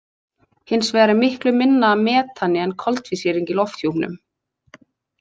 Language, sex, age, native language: Icelandic, female, 20-29, Icelandic